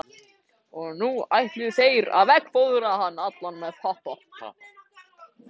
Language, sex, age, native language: Icelandic, male, 14, Icelandic